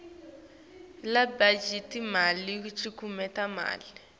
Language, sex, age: Swati, female, 19